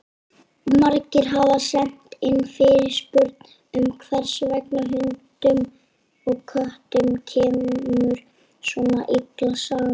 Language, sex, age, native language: Icelandic, female, 30-39, Icelandic